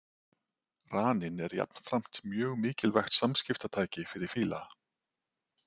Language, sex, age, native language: Icelandic, male, 40-49, Icelandic